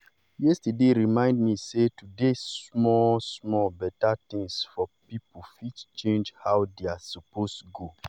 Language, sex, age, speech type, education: Nigerian Pidgin, male, 30-45, spontaneous, tertiary